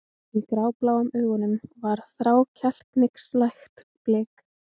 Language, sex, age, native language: Icelandic, female, 20-29, Icelandic